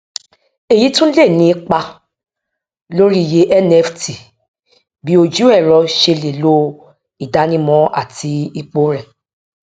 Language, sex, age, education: Yoruba, female, 46-60, tertiary